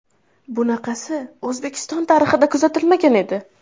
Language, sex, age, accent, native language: Uzbek, female, under 19, Toshkent viloyati, Uzbek